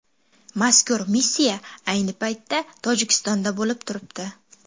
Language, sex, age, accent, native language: Uzbek, female, 18-24, Toshkent shahri, Uzbek